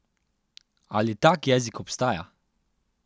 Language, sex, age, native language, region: Slovenian, male, 18-29, Slovenian, Central Slovenia